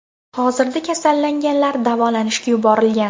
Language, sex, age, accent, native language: Uzbek, female, under 19, Toshkent shahri, Uzbek